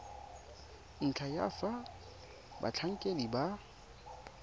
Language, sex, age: Tswana, male, 22